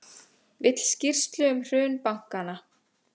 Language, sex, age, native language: Icelandic, female, 30-39, Icelandic